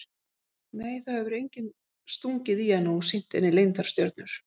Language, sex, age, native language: Icelandic, female, 50-59, Icelandic